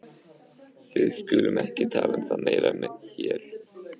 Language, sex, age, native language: Icelandic, male, 15, Icelandic